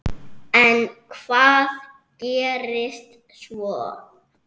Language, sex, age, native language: Icelandic, male, 6, Icelandic